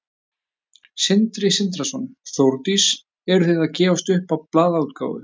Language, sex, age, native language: Icelandic, male, 20-29, Icelandic